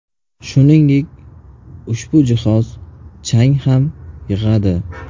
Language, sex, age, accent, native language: Uzbek, male, 18-24, Qashqadaryo, Uzbek